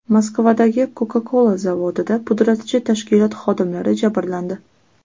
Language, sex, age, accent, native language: Uzbek, female, under 19, Toshkent shahri, Uzbek